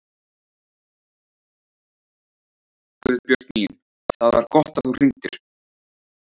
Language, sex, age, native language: Icelandic, male, 13, Icelandic